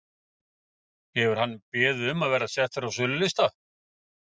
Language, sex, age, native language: Icelandic, male, 50-59, Icelandic